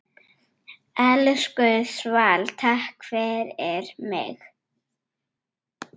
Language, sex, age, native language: Icelandic, other, 8, Icelandic